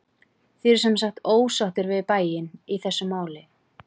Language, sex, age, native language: Icelandic, female, 40-49, Icelandic